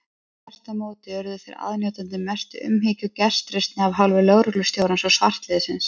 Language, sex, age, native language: Icelandic, female, 30-39, Icelandic